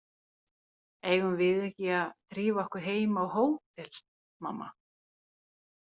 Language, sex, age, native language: Icelandic, female, 40-49, Finnish